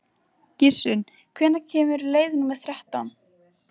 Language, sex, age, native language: Icelandic, female, 14, Icelandic